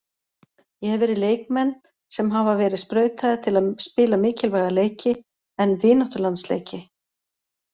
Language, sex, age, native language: Icelandic, female, 40-49, Icelandic